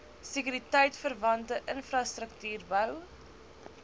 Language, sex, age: Afrikaans, female, 20